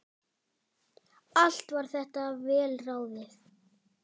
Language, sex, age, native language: Icelandic, male, 10, Icelandic